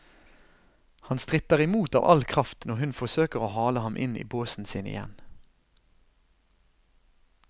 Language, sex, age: Norwegian, male, 32